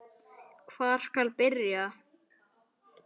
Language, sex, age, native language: Icelandic, male, 9, Icelandic